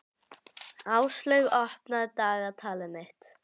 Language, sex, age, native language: Icelandic, female, 11, Icelandic